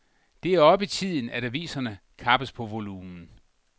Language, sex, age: Danish, male, 62